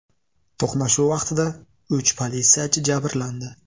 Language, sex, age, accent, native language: Uzbek, male, 19-29, Namangan, Uzbek